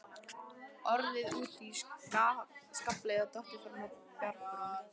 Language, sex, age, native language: Icelandic, female, 12, Icelandic